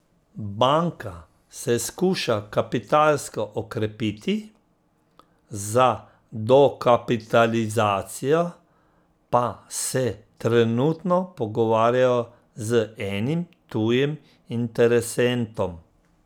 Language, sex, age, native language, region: Slovenian, male, 50-59, Slovenian, Central Slovenia